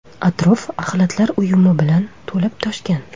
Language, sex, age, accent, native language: Uzbek, female, 25-34, Toshkent shahri, Uzbek